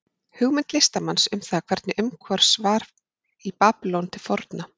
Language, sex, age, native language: Icelandic, female, 40-49, Icelandic